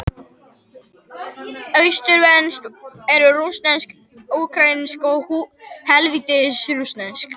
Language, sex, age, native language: Icelandic, male, 21, Icelandic